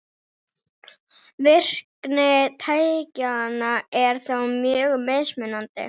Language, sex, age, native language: Icelandic, female, 18-19, Icelandic